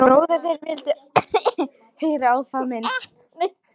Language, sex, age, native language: Icelandic, female, 12, Icelandic